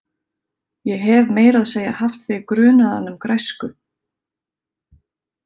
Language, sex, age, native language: Icelandic, female, 30-39, Icelandic